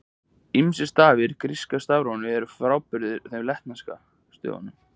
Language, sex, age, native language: Icelandic, male, 20-29, Icelandic